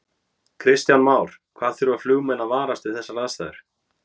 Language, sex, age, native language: Icelandic, male, 30-39, Icelandic